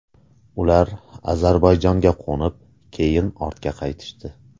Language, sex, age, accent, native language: Uzbek, male, 25-34, Qoraqalpog'iston, Uzbek